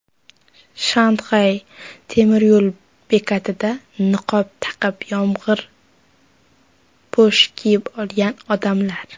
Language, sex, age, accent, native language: Uzbek, female, under 19, Surxondaryo, Uzbek